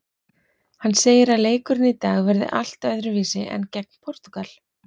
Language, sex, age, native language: Icelandic, female, 40-49, Icelandic